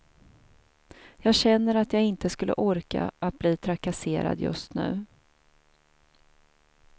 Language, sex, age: Swedish, female, 42